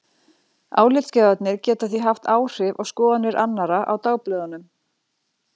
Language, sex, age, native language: Icelandic, female, 40-49, Icelandic